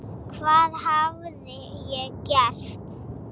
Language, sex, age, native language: Icelandic, female, 7, Icelandic